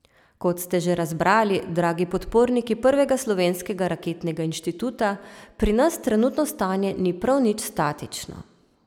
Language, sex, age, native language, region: Slovenian, female, 30-49, Slovenian, Savinja region